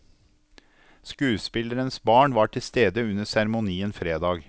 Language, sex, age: Norwegian, male, 52